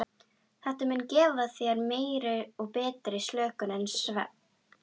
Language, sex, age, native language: Icelandic, female, 12, Icelandic